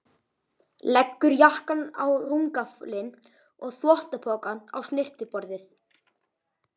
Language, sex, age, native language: Icelandic, male, 11, Icelandic